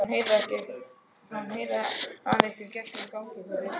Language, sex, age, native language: Icelandic, male, 12, Icelandic